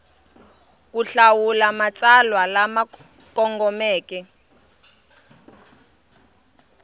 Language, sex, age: Tsonga, female, 23